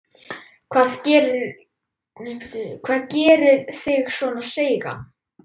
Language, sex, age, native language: Icelandic, male, 10, Icelandic